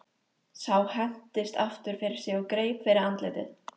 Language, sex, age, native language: Icelandic, female, 13, Icelandic